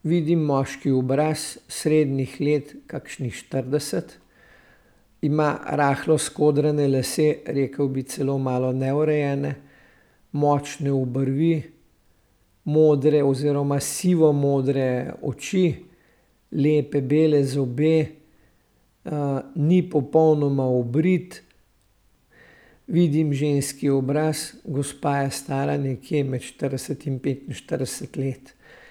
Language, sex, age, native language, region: Slovenian, male, 60+, Slovenian, Central Slovenia